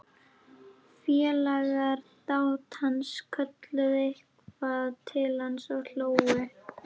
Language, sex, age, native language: Icelandic, female, 11, Icelandic